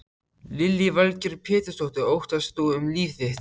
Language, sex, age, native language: Icelandic, male, 14, Icelandic